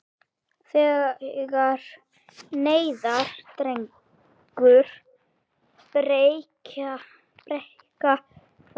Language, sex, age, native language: Icelandic, female, 9, Icelandic